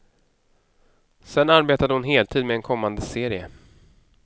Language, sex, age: Swedish, male, 31